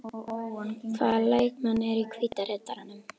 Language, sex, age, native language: Icelandic, female, 12, Icelandic